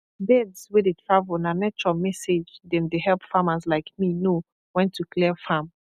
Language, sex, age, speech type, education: Nigerian Pidgin, female, 15-29, spontaneous, tertiary